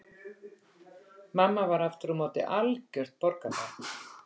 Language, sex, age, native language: Icelandic, female, 50-59, Icelandic